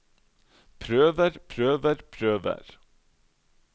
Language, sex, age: Norwegian, male, 31